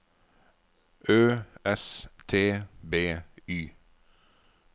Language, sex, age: Norwegian, male, 49